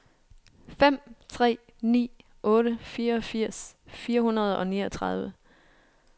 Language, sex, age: Danish, female, 29